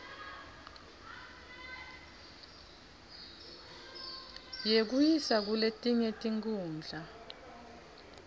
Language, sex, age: Swati, female, 26